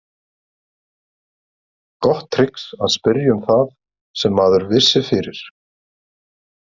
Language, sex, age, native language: Icelandic, male, 30-39, Icelandic